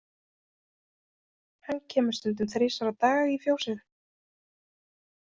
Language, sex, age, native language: Icelandic, female, 30-39, Icelandic